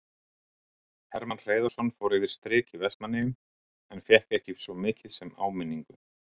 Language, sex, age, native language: Icelandic, male, 60-69, Icelandic